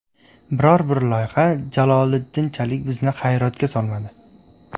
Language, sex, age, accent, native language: Uzbek, male, 18-24, Farg'ona, Uzbek